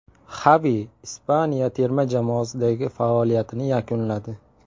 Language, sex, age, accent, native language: Uzbek, male, 18-24, Namangan, Uzbek